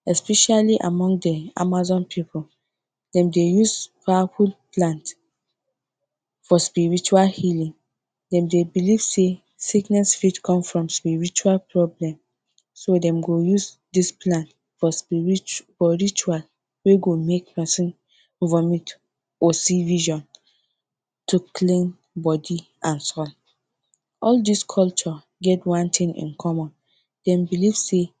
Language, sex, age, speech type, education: Nigerian Pidgin, female, 30-45, spontaneous, tertiary